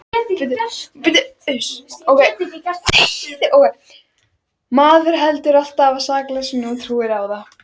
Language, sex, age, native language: Icelandic, female, 13, Icelandic